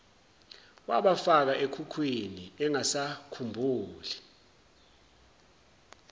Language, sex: Zulu, male